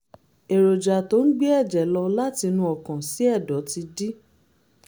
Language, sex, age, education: Yoruba, female, 30-45, tertiary